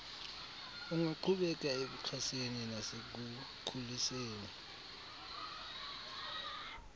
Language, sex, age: Xhosa, male, 35